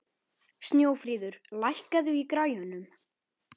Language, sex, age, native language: Icelandic, male, 13, Icelandic